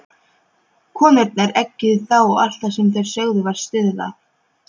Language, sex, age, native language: Icelandic, female, 12, Polish